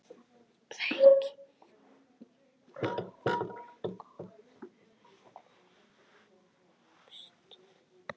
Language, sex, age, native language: Icelandic, male, 8, Icelandic